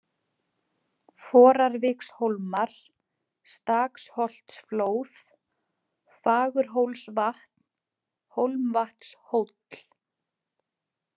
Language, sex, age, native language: Icelandic, female, 20-29, Icelandic